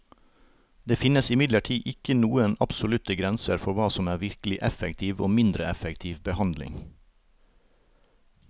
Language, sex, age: Norwegian, male, 38